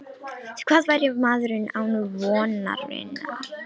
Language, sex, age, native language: Icelandic, female, 18-19, Romanian